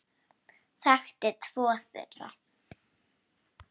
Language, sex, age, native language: Icelandic, female, 6, Icelandic